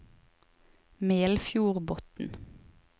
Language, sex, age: Norwegian, female, 23